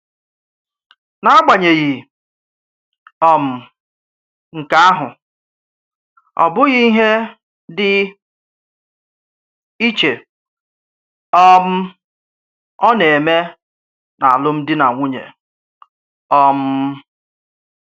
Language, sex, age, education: Igbo, male, 30-45, tertiary